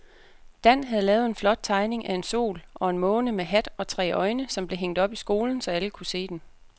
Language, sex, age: Danish, female, 36